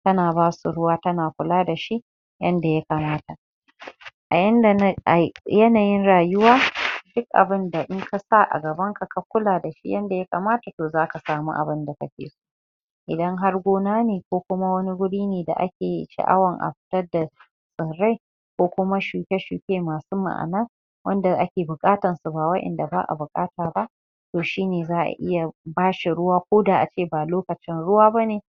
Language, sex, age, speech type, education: Hausa, female, 30-45, spontaneous, tertiary